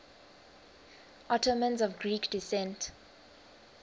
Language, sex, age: English, female, 19